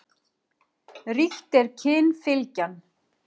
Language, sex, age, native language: Icelandic, female, 40-49, Icelandic